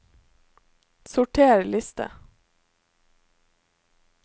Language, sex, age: Norwegian, female, 21